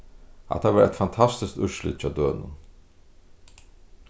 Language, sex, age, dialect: Faroese, male, 36-60, Suðurstreymoy